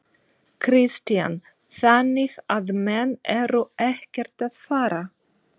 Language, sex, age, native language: Icelandic, female, 40-49, Russian